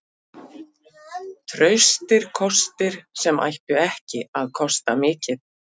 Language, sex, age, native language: Icelandic, female, 50-59, Icelandic